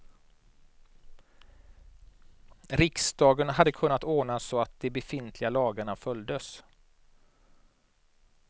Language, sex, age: Swedish, male, 39